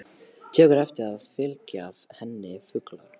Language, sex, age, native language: Icelandic, male, 18-19, Polish